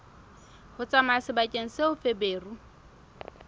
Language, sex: Southern Sotho, female